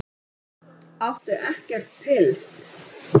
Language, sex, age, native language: Icelandic, female, 10, Icelandic